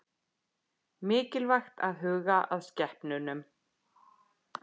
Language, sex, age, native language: Icelandic, female, 50-59, Icelandic